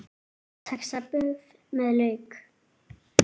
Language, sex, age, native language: Icelandic, female, 8, Icelandic